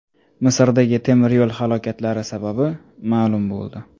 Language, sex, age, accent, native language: Uzbek, male, 18-24, Toshkent shahri, Uzbek